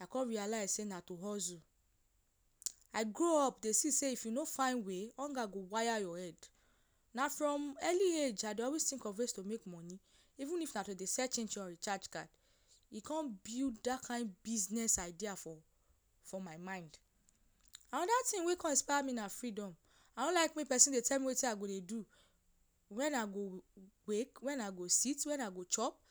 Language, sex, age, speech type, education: Nigerian Pidgin, female, 15-29, spontaneous, tertiary